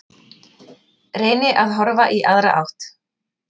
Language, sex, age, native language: Icelandic, female, 40-49, Icelandic